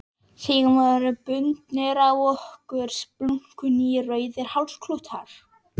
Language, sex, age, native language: Icelandic, female, 11, Icelandic